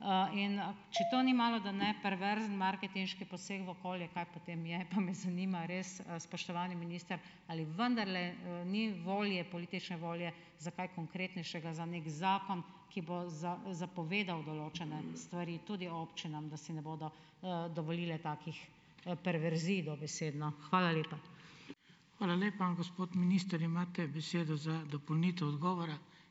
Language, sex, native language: Slovenian, female, Slovenian